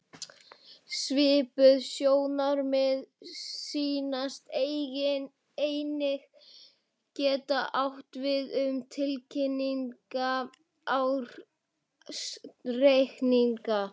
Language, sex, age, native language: Icelandic, male, 12, Icelandic